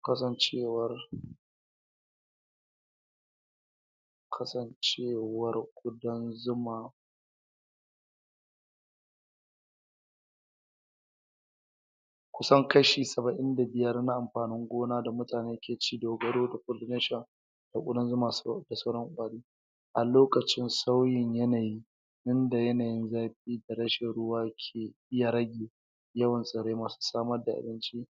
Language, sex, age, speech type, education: Hausa, male, 46-60, spontaneous, tertiary